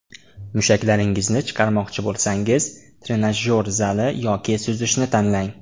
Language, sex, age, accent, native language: Uzbek, male, 18-24, Andijon, Uzbek